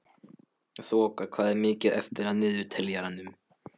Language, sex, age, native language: Icelandic, male, 12, Polish